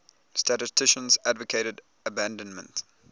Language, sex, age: English, male, 20